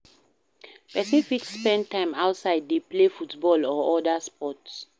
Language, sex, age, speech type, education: Nigerian Pidgin, female, 15-29, read, primary